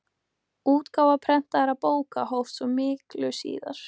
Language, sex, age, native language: Icelandic, female, 18-19, Icelandic